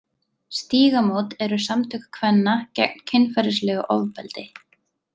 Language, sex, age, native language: Icelandic, female, 30-39, Icelandic